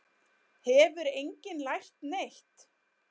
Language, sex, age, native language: Icelandic, female, 10, Icelandic